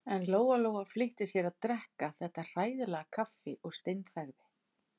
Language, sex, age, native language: Icelandic, female, 50-59, Icelandic